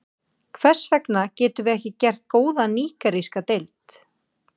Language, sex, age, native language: Icelandic, female, 40-49, Icelandic